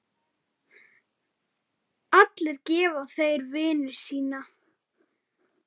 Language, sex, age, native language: Icelandic, male, 7, Icelandic